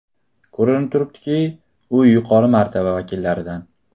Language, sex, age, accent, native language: Uzbek, male, 18-24, Qashqadaryo, Uzbek